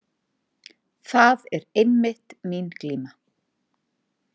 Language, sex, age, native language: Icelandic, female, 30-39, Icelandic